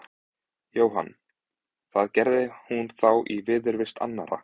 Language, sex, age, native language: Icelandic, male, 20-29, Icelandic